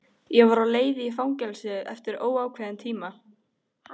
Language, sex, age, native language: Icelandic, female, 13, Icelandic